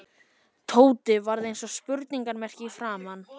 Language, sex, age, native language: Icelandic, male, 14, Icelandic